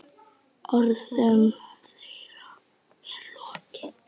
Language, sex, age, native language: Icelandic, male, 10, Icelandic